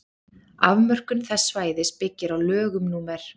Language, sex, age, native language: Icelandic, female, 30-39, Icelandic